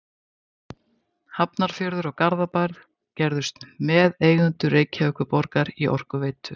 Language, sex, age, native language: Icelandic, female, 50-59, Icelandic